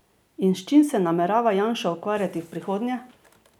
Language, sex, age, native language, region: Slovenian, female, 50-59, Slovenian, Drava region